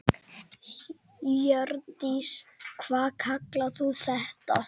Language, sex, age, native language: Icelandic, male, 10, Icelandic